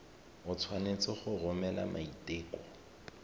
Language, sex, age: Tswana, male, 31